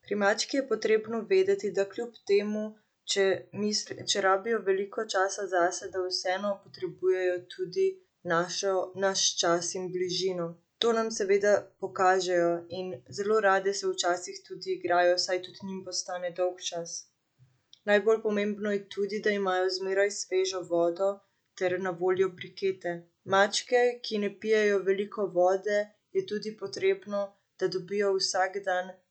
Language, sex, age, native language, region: Slovenian, female, 18-29, Slovenian, Central Slovenia